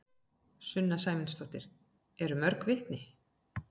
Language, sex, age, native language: Icelandic, female, 40-49, Icelandic